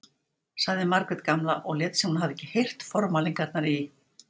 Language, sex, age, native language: Icelandic, female, 60-69, Icelandic